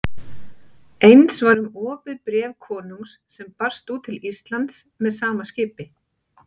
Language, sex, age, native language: Icelandic, female, 40-49, Icelandic